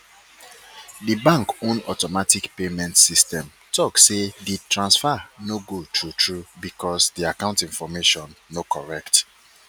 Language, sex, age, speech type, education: Nigerian Pidgin, male, 30-45, spontaneous, tertiary